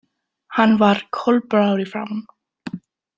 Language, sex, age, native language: Icelandic, female, 18-19, Icelandic